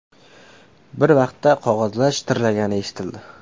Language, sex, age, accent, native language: Uzbek, male, 18-24, Namangan, Uzbek